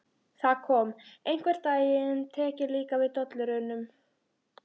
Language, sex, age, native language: Icelandic, female, 12, Icelandic